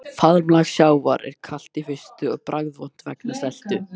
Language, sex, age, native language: Icelandic, male, 13, Icelandic